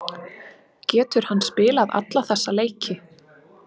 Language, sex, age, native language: Icelandic, female, 20-29, Icelandic